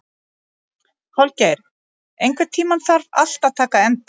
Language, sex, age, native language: Icelandic, female, 60-69, Icelandic